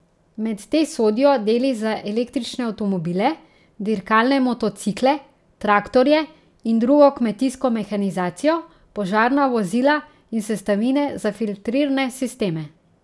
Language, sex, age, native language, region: Slovenian, female, 30-49, Slovenian, Central Slovenia